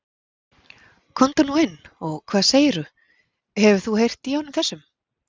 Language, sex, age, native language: Icelandic, female, 40-49, Icelandic